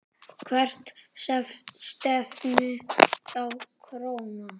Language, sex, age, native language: Icelandic, male, 10, Icelandic